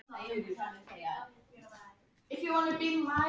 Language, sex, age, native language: Icelandic, male, 40-49, Icelandic